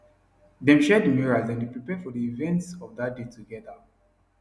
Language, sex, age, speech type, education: Nigerian Pidgin, male, 15-29, spontaneous, tertiary